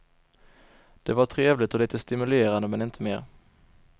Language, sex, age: Swedish, male, 21